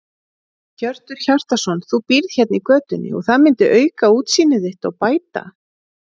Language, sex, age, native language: Icelandic, female, 40-49, Icelandic